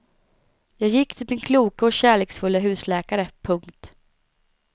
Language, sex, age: Swedish, female, 19